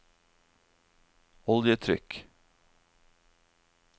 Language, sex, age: Norwegian, male, 47